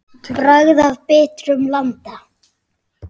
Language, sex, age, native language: Icelandic, male, 7, Icelandic